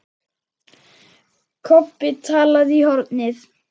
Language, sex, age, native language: Icelandic, male, 10, Icelandic